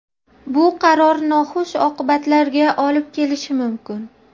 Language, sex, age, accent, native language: Uzbek, female, 30-39, Farg'ona, Uzbek